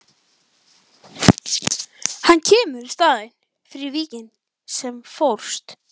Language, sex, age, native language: Icelandic, male, 12, Icelandic